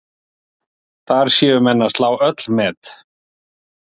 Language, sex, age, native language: Icelandic, male, 40-49, Icelandic